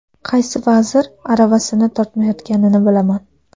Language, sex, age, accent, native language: Uzbek, female, 19-29, Andijon, Uzbek